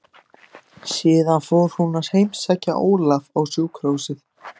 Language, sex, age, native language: Icelandic, other, 14, Icelandic